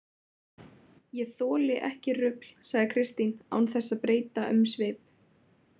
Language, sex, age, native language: Icelandic, female, 20-29, Icelandic